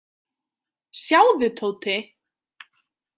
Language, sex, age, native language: Icelandic, female, 20-29, Icelandic